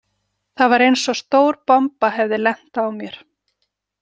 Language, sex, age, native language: Icelandic, female, 40-49, Icelandic